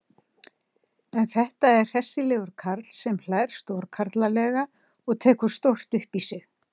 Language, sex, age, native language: Icelandic, female, 60-69, Icelandic